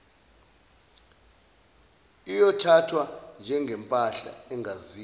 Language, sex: Zulu, male